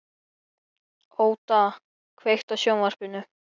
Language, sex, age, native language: Icelandic, male, 13, Icelandic